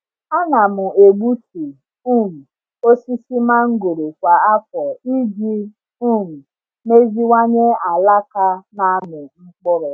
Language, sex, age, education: Igbo, female, 30-45, tertiary